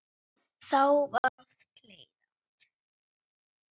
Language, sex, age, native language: Icelandic, female, 9, Icelandic